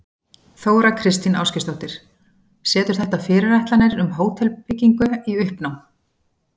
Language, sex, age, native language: Icelandic, female, 40-49, Icelandic